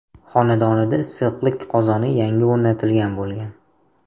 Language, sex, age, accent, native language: Uzbek, male, 18-24, Toshkent shahri, Uzbek